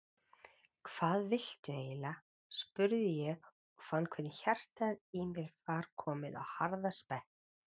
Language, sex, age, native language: Icelandic, female, 40-49, Icelandic